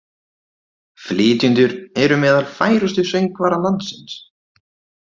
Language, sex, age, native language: Icelandic, male, 30-39, Icelandic